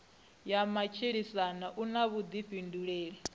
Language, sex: Venda, female